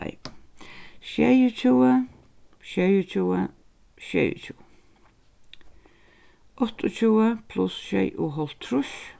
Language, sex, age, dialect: Faroese, female, 61+, Suðurstreymoy